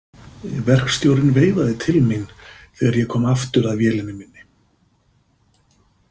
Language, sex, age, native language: Icelandic, male, 50-59, Icelandic